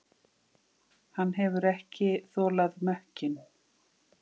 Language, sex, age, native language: Icelandic, female, 50-59, Icelandic